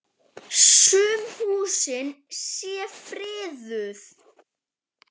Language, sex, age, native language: Icelandic, male, 10, Icelandic